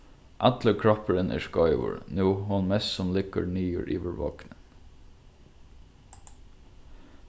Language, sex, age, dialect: Faroese, male, 15-35, Norðurstreymoy/Eysturoy